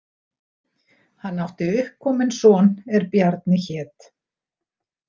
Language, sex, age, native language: Icelandic, female, 60-69, Icelandic